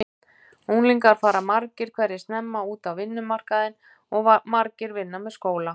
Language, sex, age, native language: Icelandic, female, 50-59, Icelandic